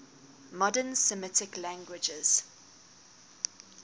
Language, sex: English, female